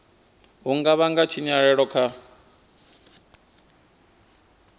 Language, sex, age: Venda, male, 23